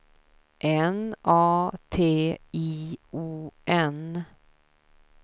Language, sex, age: Swedish, female, 32